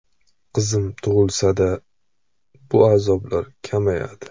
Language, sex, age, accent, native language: Uzbek, male, 25-34, Surxondaryo, Uzbek